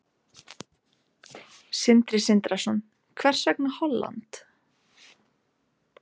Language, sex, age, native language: Icelandic, female, 30-39, Icelandic